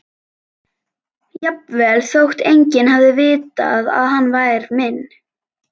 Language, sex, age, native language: Icelandic, female, 11, Icelandic